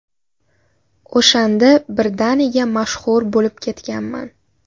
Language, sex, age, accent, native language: Uzbek, female, under 19, Qashqadaryo, Uzbek